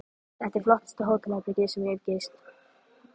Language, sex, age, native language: Icelandic, female, 13, Icelandic